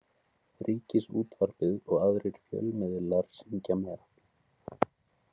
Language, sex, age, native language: Icelandic, male, 20-29, Icelandic